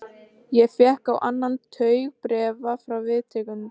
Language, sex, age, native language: Icelandic, female, 15, Icelandic